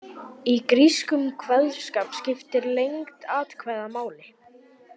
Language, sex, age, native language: Icelandic, male, 18-19, Icelandic